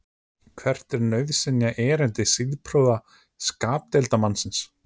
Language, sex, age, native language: Icelandic, male, 30-39, Icelandic